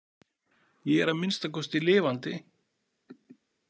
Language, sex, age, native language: Icelandic, male, 40-49, Icelandic